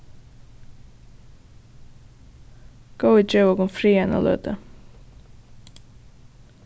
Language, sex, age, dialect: Faroese, female, 15-35, Suðuroy